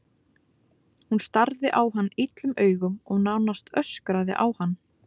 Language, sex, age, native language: Icelandic, female, 20-29, Icelandic